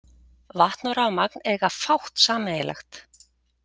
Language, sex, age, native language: Icelandic, female, 40-49, Icelandic